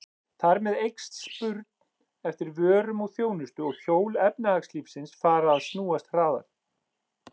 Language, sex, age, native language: Icelandic, male, 40-49, Icelandic